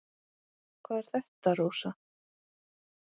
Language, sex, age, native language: Icelandic, female, 10, Icelandic